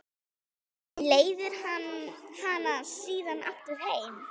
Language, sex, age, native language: Icelandic, female, 9, Icelandic